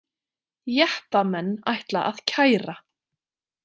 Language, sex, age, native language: Icelandic, female, 20-29, Icelandic